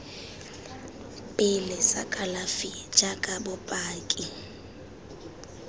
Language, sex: Tswana, female